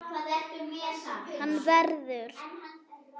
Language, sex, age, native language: Icelandic, female, 7, Icelandic